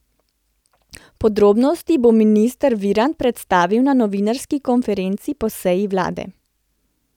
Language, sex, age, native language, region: Slovenian, female, 30-49, Slovenian, Central Slovenia